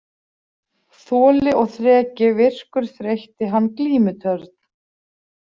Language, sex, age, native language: Icelandic, female, 40-49, Icelandic